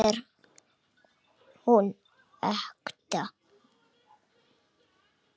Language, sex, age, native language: Icelandic, male, 6, Icelandic